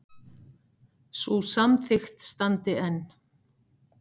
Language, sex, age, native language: Icelandic, female, 60-69, Icelandic